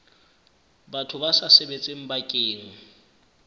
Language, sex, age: Southern Sotho, male, 24